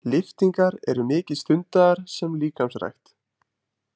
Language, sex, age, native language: Icelandic, male, 20-29, Icelandic